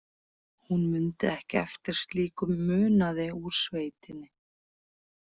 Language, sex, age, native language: Icelandic, female, 40-49, Icelandic